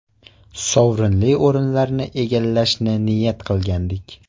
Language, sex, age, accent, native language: Uzbek, male, 18-24, Surxondaryo, Uzbek